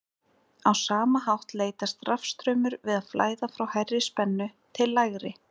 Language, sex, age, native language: Icelandic, female, 20-29, Icelandic